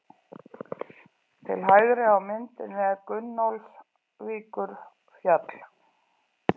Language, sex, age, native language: Icelandic, female, 40-49, Icelandic